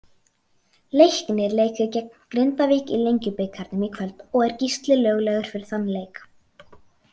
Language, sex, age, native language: Icelandic, female, 40-49, Icelandic